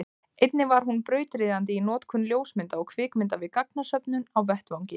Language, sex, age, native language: Icelandic, female, 20-29, Icelandic